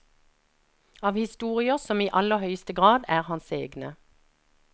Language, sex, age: Norwegian, female, 49